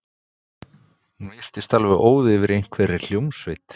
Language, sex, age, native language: Icelandic, male, 50-59, Icelandic